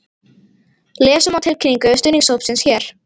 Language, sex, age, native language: Icelandic, female, 18-19, Icelandic